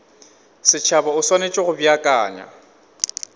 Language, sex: Northern Sotho, male